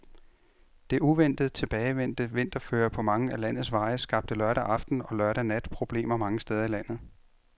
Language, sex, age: Danish, male, 33